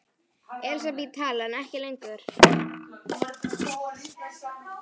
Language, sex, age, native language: Icelandic, male, 9, Icelandic